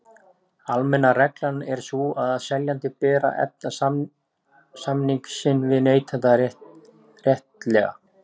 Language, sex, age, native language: Icelandic, male, 40-49, Icelandic